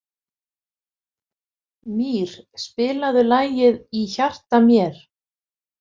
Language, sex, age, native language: Icelandic, female, 50-59, Icelandic